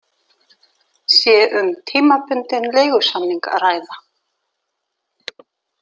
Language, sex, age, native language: Icelandic, female, 40-49, Icelandic